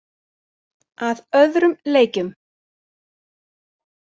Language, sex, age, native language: Icelandic, female, 40-49, Icelandic